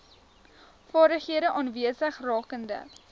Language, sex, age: Afrikaans, female, 19